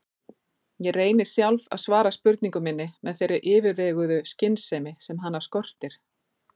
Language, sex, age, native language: Icelandic, female, 40-49, Icelandic